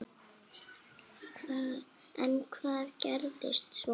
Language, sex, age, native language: Icelandic, female, 8, Icelandic